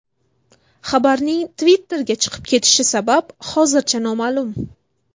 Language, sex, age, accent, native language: Uzbek, female, 18-24, Buxoro, Uzbek